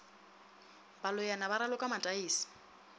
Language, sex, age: Northern Sotho, female, 27